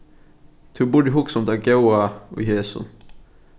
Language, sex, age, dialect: Faroese, male, 15-35, Norðuroyggjar